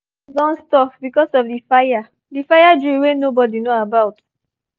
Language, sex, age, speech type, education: Nigerian Pidgin, female, 15-29, spontaneous, tertiary